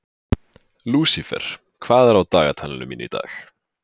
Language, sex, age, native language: Icelandic, male, 20-29, Icelandic